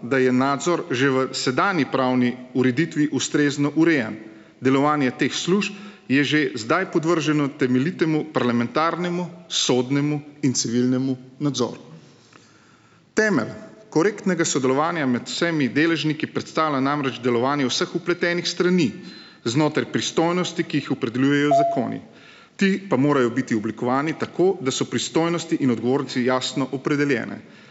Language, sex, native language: Slovenian, male, Slovenian